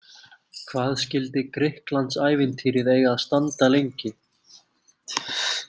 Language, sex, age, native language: Icelandic, male, 20-29, Icelandic